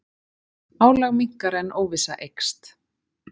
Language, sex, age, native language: Icelandic, female, 40-49, Icelandic